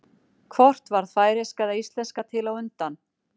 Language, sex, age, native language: Icelandic, female, 40-49, Icelandic